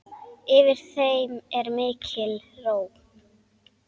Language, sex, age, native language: Icelandic, male, 10, Icelandic